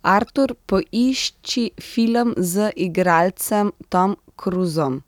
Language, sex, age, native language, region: Slovenian, female, 30-49, Slovenian, Central Slovenia